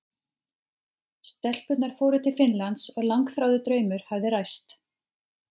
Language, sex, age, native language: Icelandic, female, 30-39, Icelandic